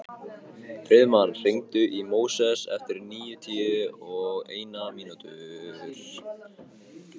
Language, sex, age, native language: Icelandic, male, 15, Icelandic